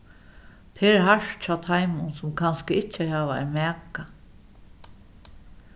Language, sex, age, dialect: Faroese, female, 61+, Suðuroy